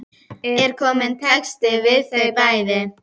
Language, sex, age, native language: Icelandic, female, 12, Icelandic